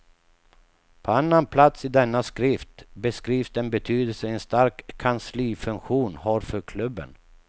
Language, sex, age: Swedish, male, 48